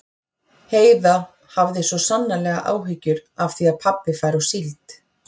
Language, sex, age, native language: Icelandic, female, 40-49, Icelandic